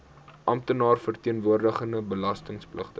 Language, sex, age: Afrikaans, male, 18